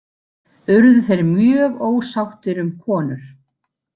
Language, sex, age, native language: Icelandic, female, 50-59, Icelandic